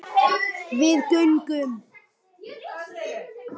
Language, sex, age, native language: Icelandic, male, 8, Icelandic